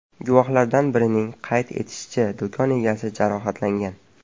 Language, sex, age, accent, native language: Uzbek, male, 12-17, Farg'ona, Uzbek